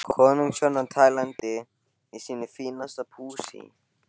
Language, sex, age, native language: Icelandic, male, 18-19, Icelandic